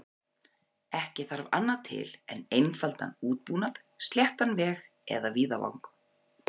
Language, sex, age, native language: Icelandic, female, 40-49, Icelandic